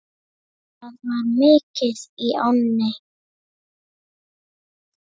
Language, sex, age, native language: Icelandic, female, 7, Icelandic